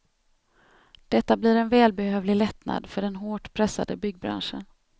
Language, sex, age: Swedish, female, 32